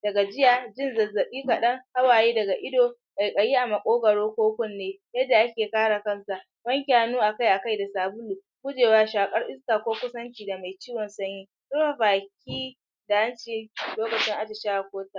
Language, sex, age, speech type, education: Hausa, male, 30-45, spontaneous, tertiary